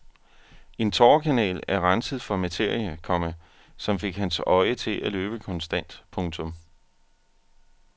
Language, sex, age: Danish, male, 41